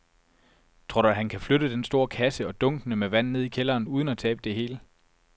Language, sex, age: Danish, male, 24